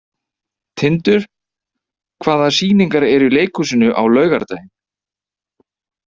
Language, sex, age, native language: Icelandic, male, 30-39, Icelandic